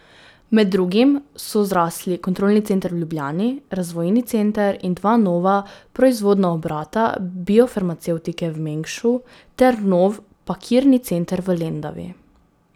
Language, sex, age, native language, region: Slovenian, female, 18-29, Slovenian, Drava region